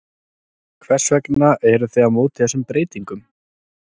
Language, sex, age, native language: Icelandic, male, 30-39, Icelandic